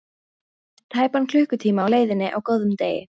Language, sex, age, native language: Icelandic, female, 14, Icelandic